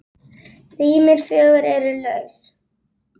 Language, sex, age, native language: Icelandic, female, 8, Icelandic